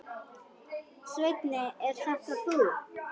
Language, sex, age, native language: Icelandic, female, 10, Icelandic